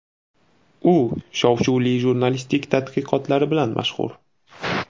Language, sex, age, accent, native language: Uzbek, male, 18-24, Namangan, Uzbek